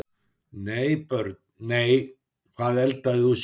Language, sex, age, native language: Icelandic, male, 60-69, Icelandic